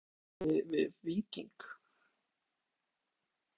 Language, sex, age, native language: Icelandic, male, 18-19, Icelandic